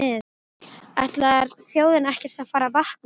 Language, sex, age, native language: Icelandic, female, 12, Icelandic